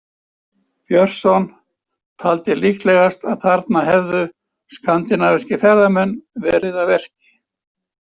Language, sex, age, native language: Icelandic, male, 70-79, Icelandic